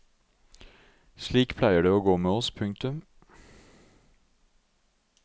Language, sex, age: Norwegian, male, 52